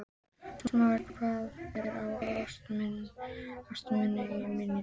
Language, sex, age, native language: Icelandic, female, 12, Icelandic